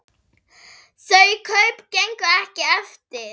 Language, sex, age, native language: Icelandic, female, 8, Icelandic